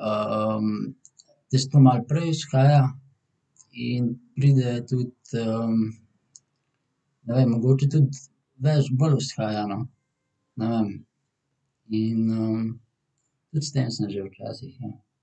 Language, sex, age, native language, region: Slovenian, male, 18-29, Slovenian, Central Slovenia